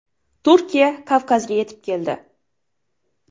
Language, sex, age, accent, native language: Uzbek, female, 18-24, Farg'ona, Uzbek